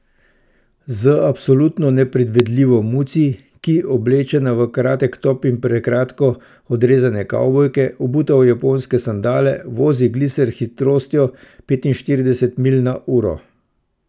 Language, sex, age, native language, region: Slovenian, male, 50-59, Slovenian, Central Slovenia